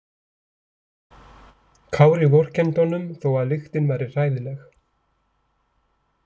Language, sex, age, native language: Icelandic, male, 40-49, Icelandic